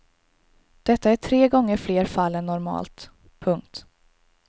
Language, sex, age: Swedish, female, 23